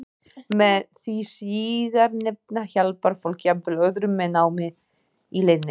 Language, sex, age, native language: Icelandic, female, 30-39, Icelandic